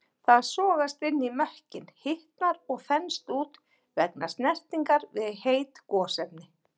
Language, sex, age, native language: Icelandic, female, 40-49, Icelandic